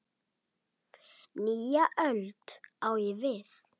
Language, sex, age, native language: Icelandic, female, 8, Icelandic